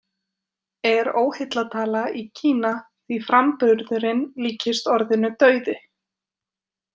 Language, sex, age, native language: Icelandic, female, 20-29, Icelandic